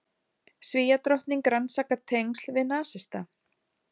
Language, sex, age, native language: Icelandic, female, 40-49, Icelandic